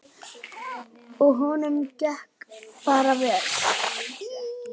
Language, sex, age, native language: Icelandic, female, 10, Icelandic